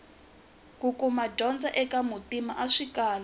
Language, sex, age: Tsonga, female, 20